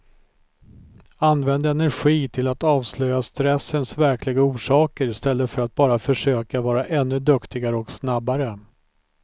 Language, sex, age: Swedish, male, 43